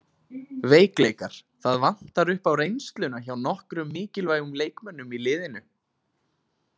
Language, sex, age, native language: Icelandic, male, 20-29, Icelandic